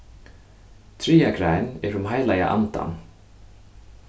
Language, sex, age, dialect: Faroese, male, 15-35, Suðurstreymoy